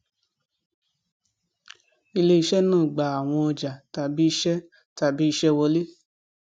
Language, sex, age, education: Yoruba, female, 15-29, tertiary